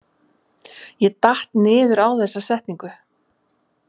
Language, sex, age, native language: Icelandic, female, 40-49, Icelandic